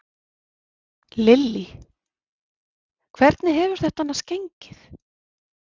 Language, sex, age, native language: Icelandic, female, 40-49, Icelandic